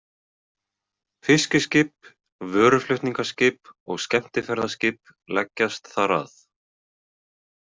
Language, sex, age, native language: Icelandic, male, 20-29, Icelandic